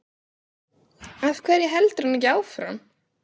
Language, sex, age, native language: Icelandic, female, 16, Icelandic